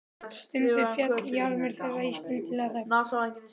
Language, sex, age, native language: Icelandic, male, 12, Icelandic